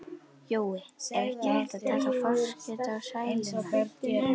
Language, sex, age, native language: Icelandic, female, 11, Icelandic